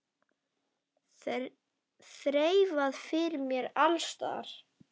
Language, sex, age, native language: Icelandic, male, 9, Icelandic